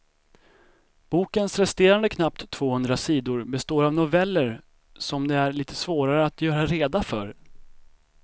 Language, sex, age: Swedish, male, 25